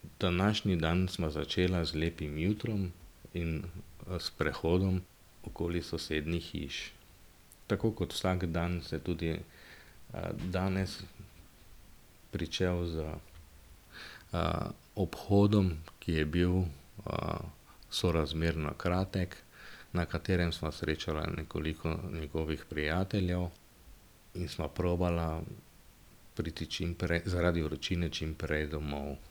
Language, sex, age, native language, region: Slovenian, male, 50-59, Slovenian, Drava region